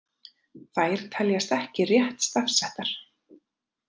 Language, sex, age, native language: Icelandic, female, 30-39, Icelandic